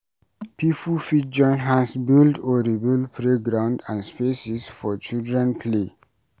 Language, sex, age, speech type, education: Nigerian Pidgin, male, 15-29, read, tertiary